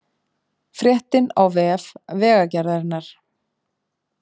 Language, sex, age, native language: Icelandic, female, 50-59, Icelandic